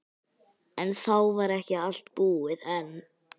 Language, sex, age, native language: Icelandic, male, 18-19, Icelandic